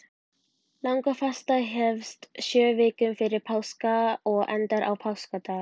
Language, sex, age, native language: Icelandic, female, 12, Icelandic